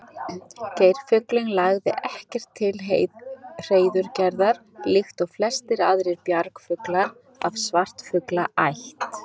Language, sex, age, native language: Icelandic, female, 60-69, Icelandic